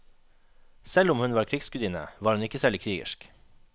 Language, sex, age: Norwegian, male, 21